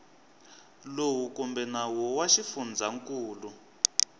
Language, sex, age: Tsonga, male, 23